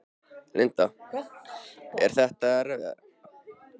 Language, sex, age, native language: Icelandic, male, 13, Icelandic